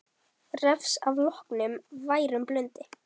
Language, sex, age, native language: Icelandic, female, 10, Icelandic